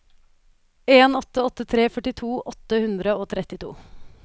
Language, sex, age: Norwegian, female, 29